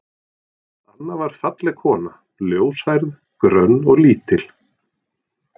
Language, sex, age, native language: Icelandic, male, 40-49, Norwegian